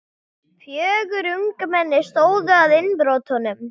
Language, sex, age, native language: Icelandic, female, 18-19, Icelandic